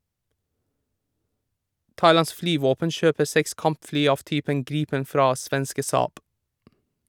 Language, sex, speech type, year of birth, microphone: Norwegian, male, read, 1987, Shure